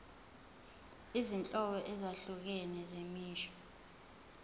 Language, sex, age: Zulu, female, 20